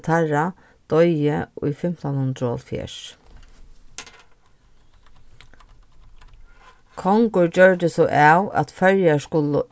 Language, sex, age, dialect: Faroese, female, 36-60, Norðurstreymoy/Eysturoy